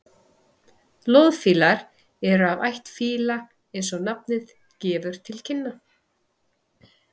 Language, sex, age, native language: Icelandic, female, 30-39, Icelandic